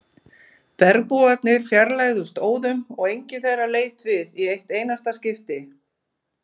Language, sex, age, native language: Icelandic, female, 50-59, Icelandic